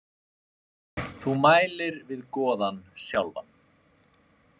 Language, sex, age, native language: Icelandic, male, 30-39, Icelandic